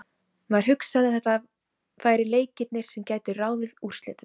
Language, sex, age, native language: Icelandic, female, 17, Icelandic